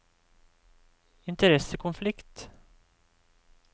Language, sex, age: Norwegian, male, 28